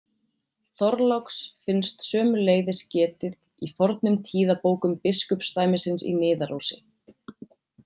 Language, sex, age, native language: Icelandic, female, 20-29, Icelandic